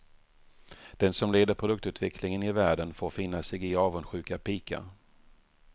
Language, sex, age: Swedish, male, 48